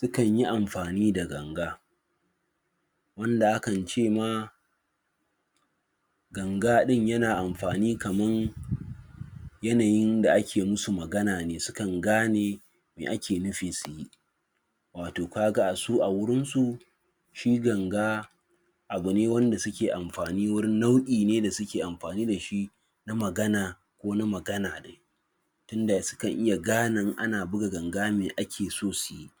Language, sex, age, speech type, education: Hausa, male, 15-29, spontaneous, secondary